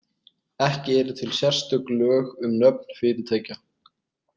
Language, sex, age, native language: Icelandic, male, 20-29, Icelandic